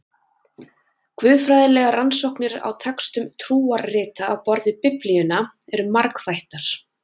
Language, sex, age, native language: Icelandic, female, 20-29, Icelandic